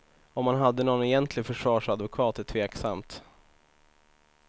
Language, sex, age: Swedish, male, 25